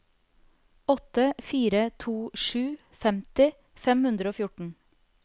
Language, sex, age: Norwegian, female, 30